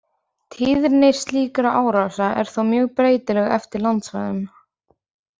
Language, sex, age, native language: Icelandic, female, 20-29, Icelandic